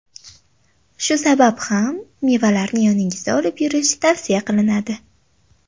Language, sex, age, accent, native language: Uzbek, female, under 19, Samarqand, Uzbek